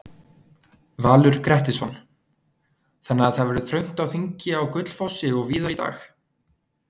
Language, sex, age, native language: Icelandic, male, 20-29, Icelandic